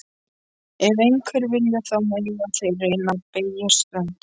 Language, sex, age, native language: Icelandic, male, 20-29, English